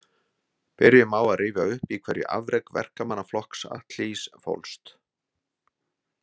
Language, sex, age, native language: Icelandic, male, 60-69, Icelandic